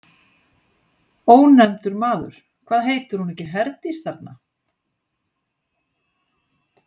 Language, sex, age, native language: Icelandic, female, 60-69, Icelandic